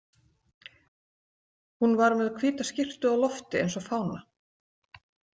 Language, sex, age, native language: Icelandic, female, 40-49, Icelandic